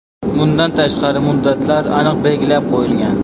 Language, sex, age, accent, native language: Uzbek, male, 25-34, Buxoro, Uzbek